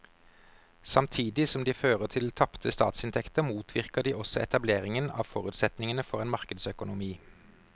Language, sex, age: Norwegian, male, 32